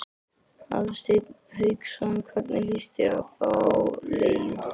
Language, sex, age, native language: Icelandic, male, 13, Icelandic